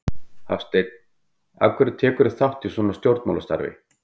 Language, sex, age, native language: Icelandic, male, 50-59, Icelandic